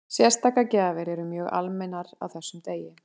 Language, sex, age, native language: Icelandic, female, 40-49, Icelandic